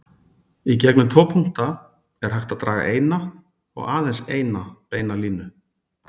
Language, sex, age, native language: Icelandic, male, 40-49, Icelandic